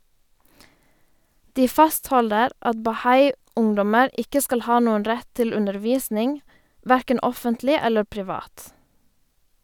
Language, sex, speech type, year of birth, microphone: Norwegian, female, read, 1990, Sennheiser